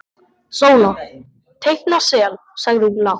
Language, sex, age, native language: Icelandic, male, 12, Icelandic